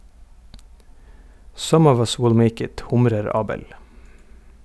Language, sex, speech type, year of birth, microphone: Norwegian, male, read, 1971, Sennheiser